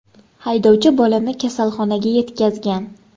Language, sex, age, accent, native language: Uzbek, female, 19-29, Farg'ona, Uzbek